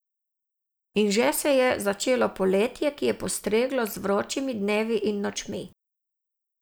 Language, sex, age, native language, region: Slovenian, female, 60+, Slovenian, Savinja region